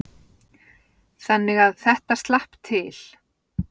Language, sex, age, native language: Icelandic, female, 40-49, Icelandic